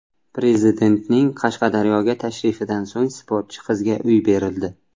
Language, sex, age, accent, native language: Uzbek, male, 25-34, Samarqand, Uzbek